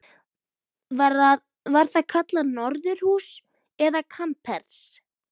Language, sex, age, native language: Icelandic, female, 12, Icelandic